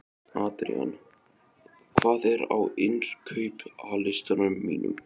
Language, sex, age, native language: Icelandic, male, 20-29, Icelandic